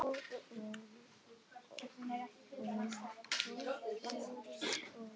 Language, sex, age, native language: Icelandic, other, 11, Icelandic